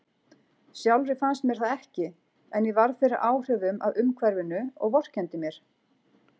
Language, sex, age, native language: Icelandic, female, 40-49, Icelandic